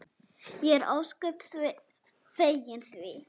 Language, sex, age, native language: Icelandic, female, 10, Icelandic